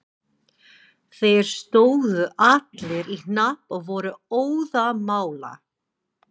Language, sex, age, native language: Icelandic, female, 40-49, English